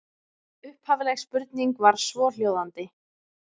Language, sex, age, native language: Icelandic, female, 20-29, Icelandic